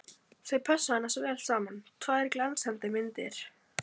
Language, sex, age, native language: Icelandic, female, 12, Icelandic